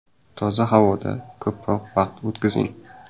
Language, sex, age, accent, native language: Uzbek, male, 18-24, Samarqand, Uzbek